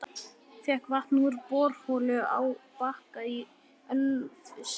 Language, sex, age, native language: Icelandic, male, 11, Icelandic